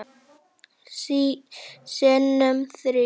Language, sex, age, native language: Icelandic, male, 8, Icelandic